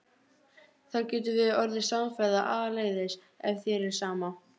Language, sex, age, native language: Icelandic, female, 12, Icelandic